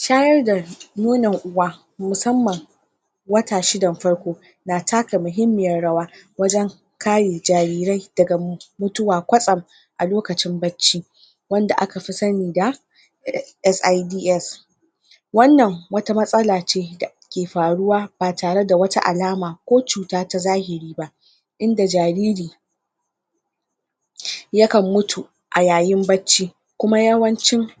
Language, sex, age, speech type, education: Hausa, female, 30-45, spontaneous, tertiary